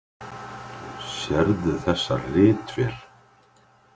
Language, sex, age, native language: Icelandic, male, 50-59, Icelandic